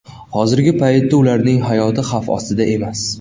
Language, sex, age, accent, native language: Uzbek, male, 19-29, Andijon, Uzbek